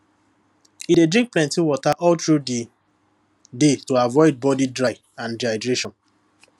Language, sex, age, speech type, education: Nigerian Pidgin, male, 15-29, spontaneous, tertiary